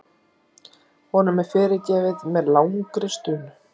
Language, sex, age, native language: Icelandic, female, 40-49, Icelandic